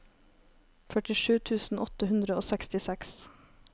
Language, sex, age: Norwegian, female, 23